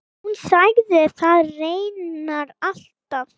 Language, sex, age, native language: Icelandic, female, 8, Icelandic